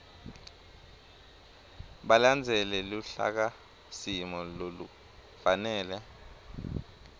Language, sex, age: Swati, male, 23